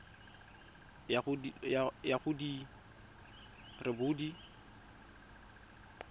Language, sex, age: Tswana, male, 25